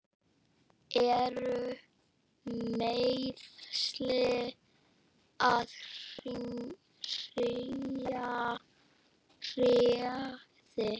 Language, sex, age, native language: Icelandic, female, 9, Icelandic